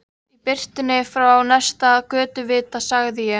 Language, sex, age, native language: Icelandic, female, 13, Icelandic